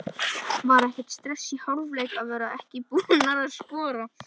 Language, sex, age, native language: Icelandic, male, 18-19, Icelandic